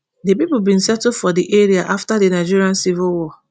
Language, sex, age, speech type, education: Nigerian Pidgin, female, 15-29, spontaneous, tertiary